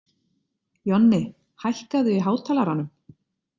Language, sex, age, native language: Icelandic, female, 50-59, Icelandic